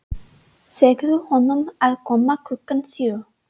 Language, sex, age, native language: Icelandic, female, 30-39, English